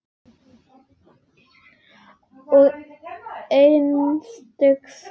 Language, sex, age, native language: Icelandic, female, 10, Icelandic